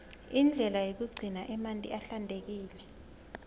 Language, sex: Swati, female